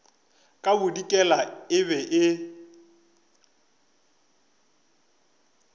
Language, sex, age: Northern Sotho, male, 25